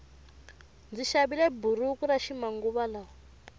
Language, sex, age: Tsonga, female, 24